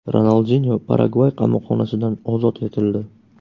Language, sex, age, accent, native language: Uzbek, male, 18-24, Namangan, Uzbek